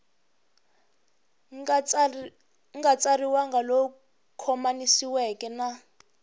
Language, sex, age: Tsonga, female, 21